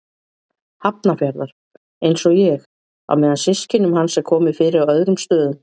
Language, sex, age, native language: Icelandic, female, 40-49, Icelandic